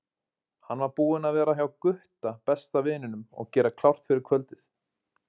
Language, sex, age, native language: Icelandic, male, 20-29, Icelandic